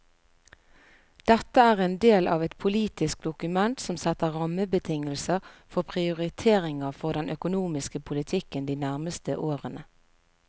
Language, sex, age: Norwegian, female, 41